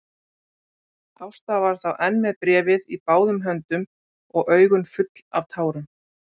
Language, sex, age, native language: Icelandic, female, 40-49, Icelandic